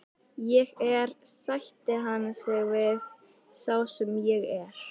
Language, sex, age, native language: Icelandic, female, 11, Icelandic